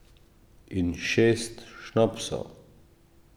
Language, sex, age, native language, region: Slovenian, male, 50-59, Slovenian, Drava region